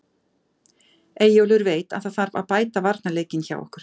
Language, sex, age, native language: Icelandic, female, 50-59, Icelandic